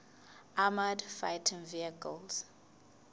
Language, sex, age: Southern Sotho, female, 20